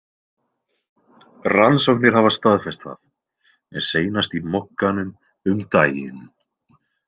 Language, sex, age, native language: Icelandic, male, 20-29, Icelandic